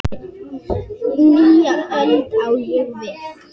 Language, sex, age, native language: Icelandic, female, 8, Icelandic